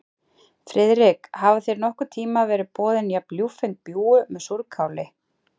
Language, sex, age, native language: Icelandic, female, 30-39, Icelandic